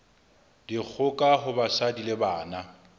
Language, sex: Southern Sotho, male